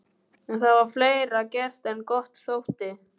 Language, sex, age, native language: Icelandic, male, 12, Icelandic